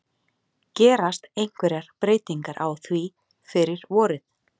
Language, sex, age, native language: Icelandic, female, 40-49, Icelandic